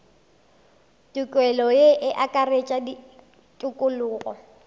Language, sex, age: Northern Sotho, female, 19